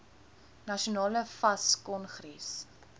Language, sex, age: Afrikaans, female, 20